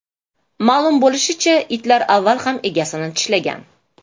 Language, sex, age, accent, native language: Uzbek, female, 35+, Toshkent shahri, Uzbek